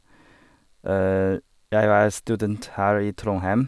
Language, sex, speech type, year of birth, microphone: Norwegian, male, spontaneous, 1985, Sennheiser